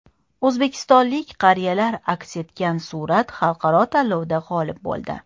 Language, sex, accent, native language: Uzbek, female, Toshkent shahri, Uzbek